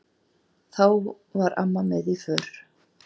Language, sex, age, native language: Icelandic, female, 40-49, Icelandic